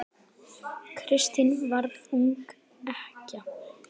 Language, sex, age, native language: Icelandic, female, 10, Icelandic